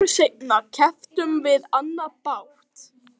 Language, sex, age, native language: Icelandic, female, 12, Icelandic